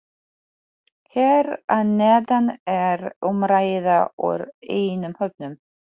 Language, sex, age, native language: Icelandic, female, 40-49, Polish